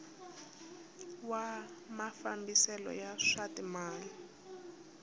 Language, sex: Tsonga, female